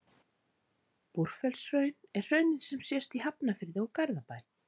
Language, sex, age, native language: Icelandic, female, 40-49, Icelandic